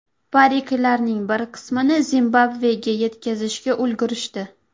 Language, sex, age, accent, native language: Uzbek, female, 18-24, Qashqadaryo, Uzbek